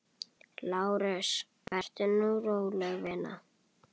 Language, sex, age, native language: Icelandic, female, 8, Icelandic